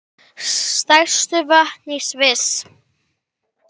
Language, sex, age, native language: Icelandic, male, 10, Icelandic